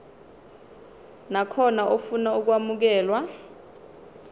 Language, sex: Zulu, female